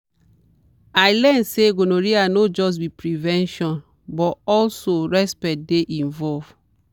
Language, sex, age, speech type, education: Nigerian Pidgin, female, 30-45, spontaneous, tertiary